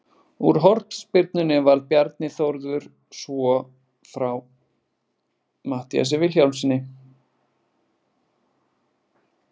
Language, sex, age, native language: Icelandic, male, 20-29, Icelandic